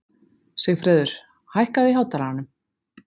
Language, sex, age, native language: Icelandic, female, 40-49, Icelandic